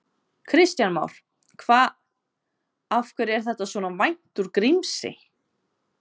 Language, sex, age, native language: Icelandic, female, 20-29, Icelandic